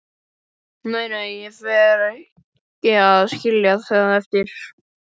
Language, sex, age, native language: Icelandic, female, 12, Icelandic